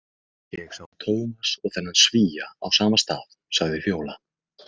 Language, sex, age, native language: Icelandic, male, 18-19, Icelandic